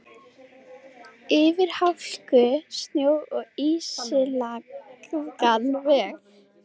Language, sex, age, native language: Icelandic, female, 13, Icelandic